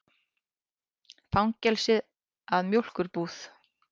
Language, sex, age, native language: Icelandic, female, 18-19, Icelandic